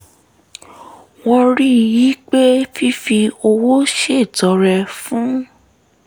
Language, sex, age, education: Yoruba, female, 15-29, tertiary